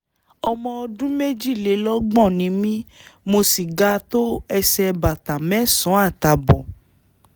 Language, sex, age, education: Yoruba, female, 15-29, tertiary